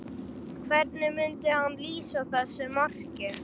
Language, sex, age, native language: Icelandic, male, 11, Icelandic